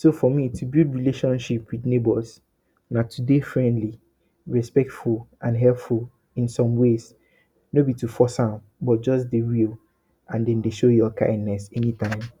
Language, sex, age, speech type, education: Nigerian Pidgin, male, 30-45, spontaneous, tertiary